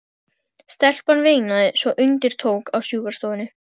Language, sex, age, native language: Icelandic, female, 12, Icelandic